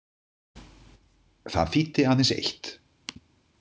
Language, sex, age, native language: Icelandic, male, 50-59, Icelandic